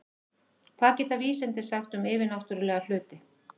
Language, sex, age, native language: Icelandic, female, 50-59, Icelandic